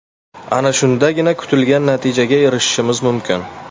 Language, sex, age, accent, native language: Uzbek, male, 25-34, Navoiy, Uzbek